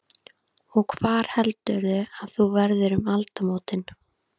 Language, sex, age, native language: Icelandic, female, 13, Icelandic